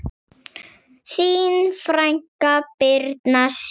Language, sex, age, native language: Icelandic, female, 6, Icelandic